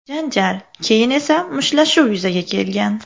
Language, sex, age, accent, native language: Uzbek, female, 18-24, Farg'ona, Uzbek